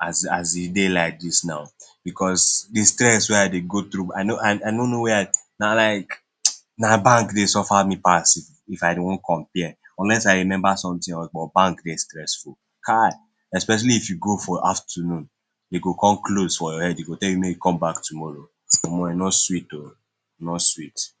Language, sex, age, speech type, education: Nigerian Pidgin, male, 15-29, spontaneous, secondary